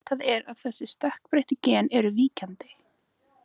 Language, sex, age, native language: Icelandic, female, 20-29, Icelandic